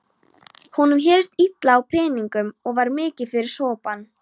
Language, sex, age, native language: Icelandic, female, 13, Polish